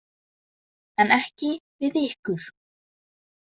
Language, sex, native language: Icelandic, female, Icelandic